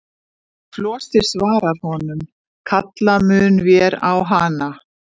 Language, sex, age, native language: Icelandic, female, 50-59, Icelandic